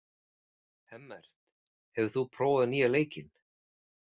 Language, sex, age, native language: Icelandic, male, 40-49, Icelandic